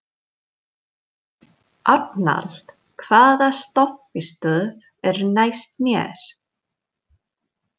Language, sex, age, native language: Icelandic, female, 40-49, English